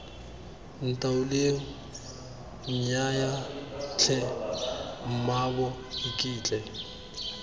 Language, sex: Tswana, male